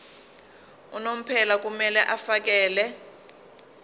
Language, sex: Zulu, female